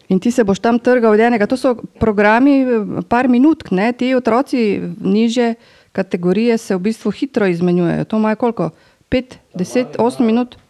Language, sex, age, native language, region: Slovenian, female, 50-59, Slovenian, Drava region